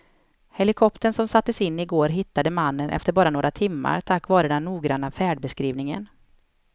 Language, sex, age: Swedish, female, 31